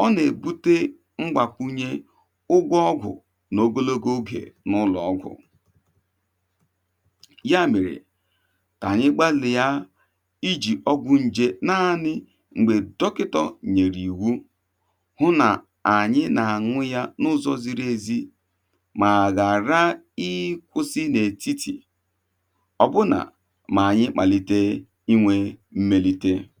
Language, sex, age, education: Igbo, male, 30-45, tertiary